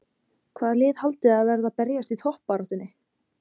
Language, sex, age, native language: Icelandic, female, 20-29, Icelandic